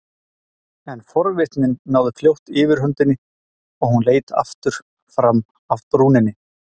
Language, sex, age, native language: Icelandic, male, 40-49, Icelandic